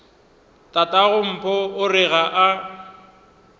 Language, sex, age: Northern Sotho, male, 23